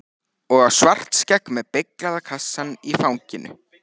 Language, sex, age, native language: Icelandic, male, 14, Icelandic